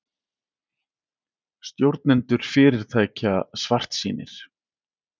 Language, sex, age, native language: Icelandic, male, 40-49, Icelandic